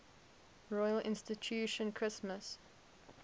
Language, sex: English, female